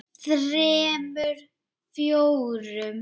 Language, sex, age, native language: Icelandic, female, 8, Icelandic